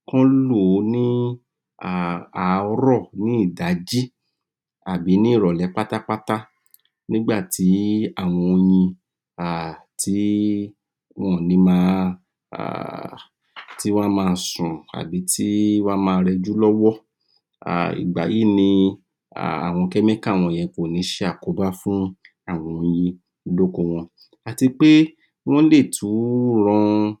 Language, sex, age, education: Yoruba, male, 46-60, tertiary